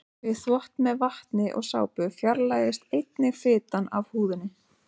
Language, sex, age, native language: Icelandic, female, 30-39, Icelandic